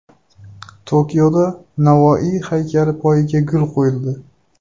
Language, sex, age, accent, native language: Uzbek, male, 25-34, Xorazm, Uzbek